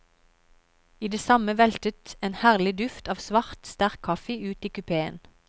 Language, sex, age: Norwegian, female, 31